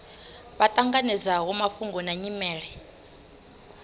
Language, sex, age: Venda, female, 25